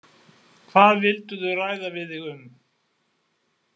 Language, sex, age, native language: Icelandic, male, 40-49, Icelandic